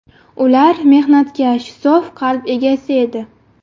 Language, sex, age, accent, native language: Uzbek, female, 19-29, Buxoro, Uzbek